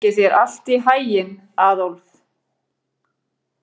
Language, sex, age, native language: Icelandic, female, 40-49, Icelandic